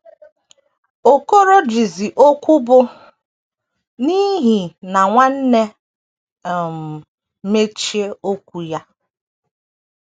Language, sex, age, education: Igbo, female, 30-45, tertiary